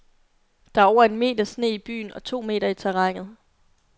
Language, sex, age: Danish, female, 22